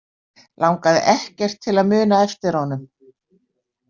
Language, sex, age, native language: Icelandic, female, 60-69, Icelandic